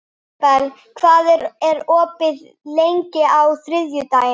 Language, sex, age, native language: Icelandic, female, 12, Icelandic